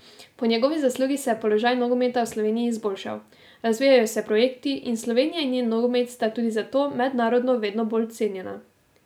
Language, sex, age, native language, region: Slovenian, female, 18-29, Slovenian, Drava region